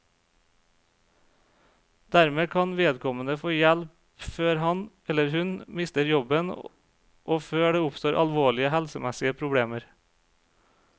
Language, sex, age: Norwegian, male, 35